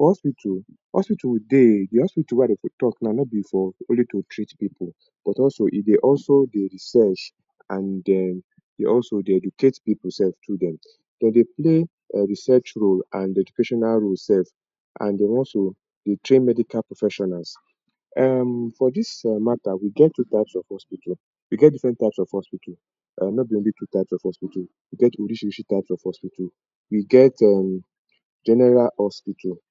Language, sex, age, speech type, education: Nigerian Pidgin, male, 30-45, spontaneous, tertiary